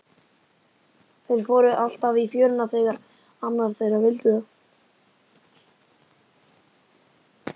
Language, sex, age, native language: Icelandic, male, 11, Icelandic